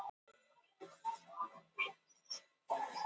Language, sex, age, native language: Icelandic, female, 18-19, Icelandic